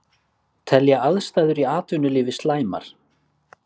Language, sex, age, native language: Icelandic, male, 30-39, Icelandic